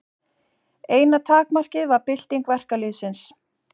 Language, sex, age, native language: Icelandic, female, 40-49, Icelandic